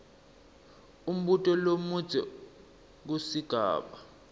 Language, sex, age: Swati, male, 19